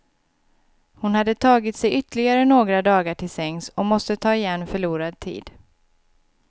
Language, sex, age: Swedish, female, 26